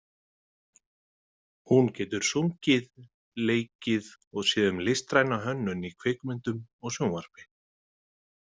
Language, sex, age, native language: Icelandic, male, 30-39, Icelandic